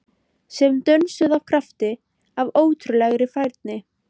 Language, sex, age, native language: Icelandic, female, 13, Icelandic